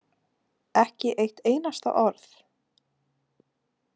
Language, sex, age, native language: Icelandic, female, 18-19, Icelandic